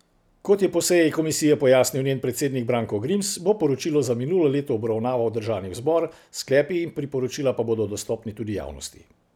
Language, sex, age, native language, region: Slovenian, male, 60+, Slovenian, Central Slovenia